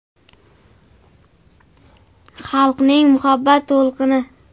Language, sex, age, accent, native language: Uzbek, female, under 19, Sirdaryo, Uzbek